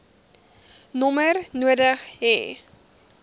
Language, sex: Afrikaans, female